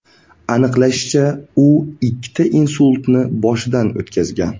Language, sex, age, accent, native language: Uzbek, male, 18-24, Andijon, Uzbek